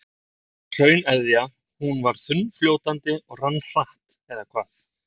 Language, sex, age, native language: Icelandic, male, 30-39, Icelandic